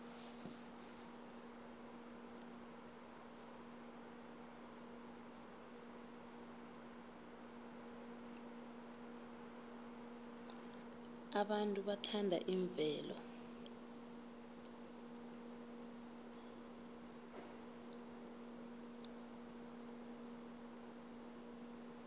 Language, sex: South Ndebele, female